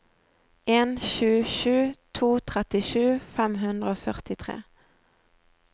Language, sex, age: Norwegian, female, 20